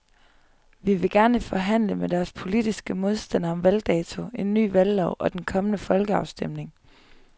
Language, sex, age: Danish, female, 25